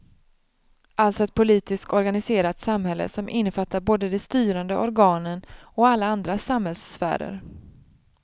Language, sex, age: Swedish, female, 31